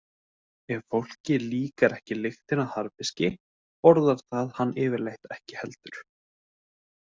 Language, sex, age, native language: Icelandic, male, 18-19, Icelandic